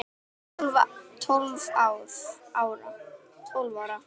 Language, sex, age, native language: Icelandic, female, 10, Icelandic